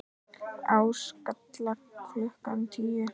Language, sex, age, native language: Icelandic, male, 10, Icelandic